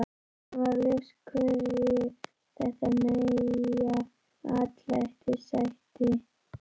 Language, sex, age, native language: Icelandic, female, 11, Icelandic